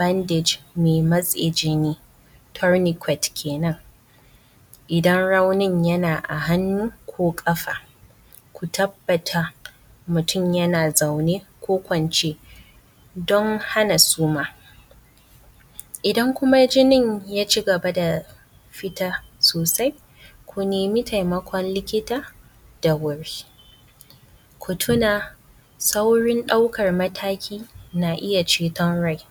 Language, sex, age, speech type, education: Hausa, female, 15-29, spontaneous, tertiary